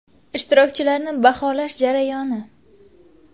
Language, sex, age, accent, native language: Uzbek, female, 19-29, Qashqadaryo, Uzbek